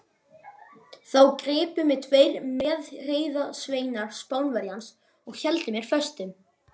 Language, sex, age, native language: Icelandic, male, 11, Icelandic